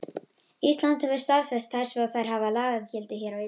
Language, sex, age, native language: Icelandic, female, 18-19, Icelandic